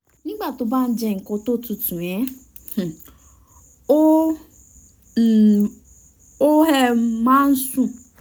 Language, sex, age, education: Yoruba, female, 15-29, tertiary